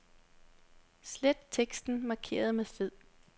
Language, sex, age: Danish, female, 21